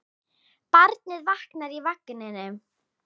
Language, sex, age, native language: Icelandic, female, 10, Icelandic